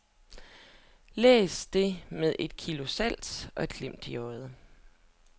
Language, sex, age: Danish, female, 27